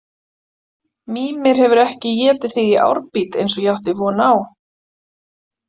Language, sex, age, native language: Icelandic, female, 40-49, Icelandic